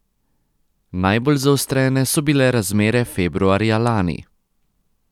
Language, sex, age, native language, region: Slovenian, male, 30-49, Croatian, Posavska region